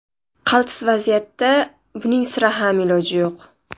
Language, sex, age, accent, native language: Uzbek, female, 18-24, Toshkent shahri, Uzbek